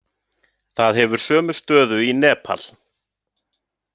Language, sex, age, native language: Icelandic, male, 30-39, Icelandic